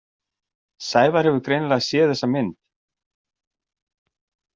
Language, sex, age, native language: Icelandic, male, 40-49, Icelandic